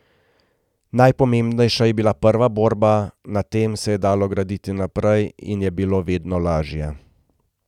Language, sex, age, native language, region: Slovenian, male, 30-49, Slovenian, Gorenjska region